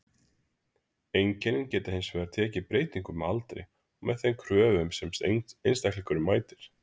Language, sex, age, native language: Icelandic, male, 30-39, Icelandic